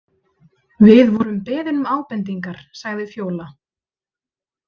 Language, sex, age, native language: Icelandic, female, 30-39, Icelandic